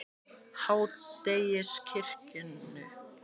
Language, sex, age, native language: Icelandic, male, 18-19, Icelandic